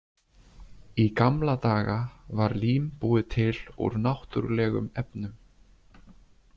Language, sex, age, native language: Icelandic, male, 20-29, Icelandic